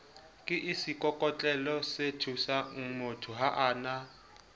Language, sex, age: Southern Sotho, male, 20